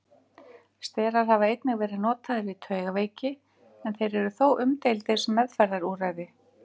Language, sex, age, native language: Icelandic, female, 50-59, Icelandic